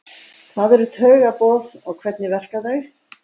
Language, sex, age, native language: Icelandic, female, 70-79, Icelandic